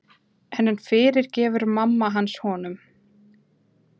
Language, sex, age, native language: Icelandic, female, 20-29, Icelandic